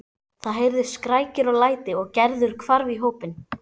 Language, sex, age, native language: Icelandic, female, 12, Icelandic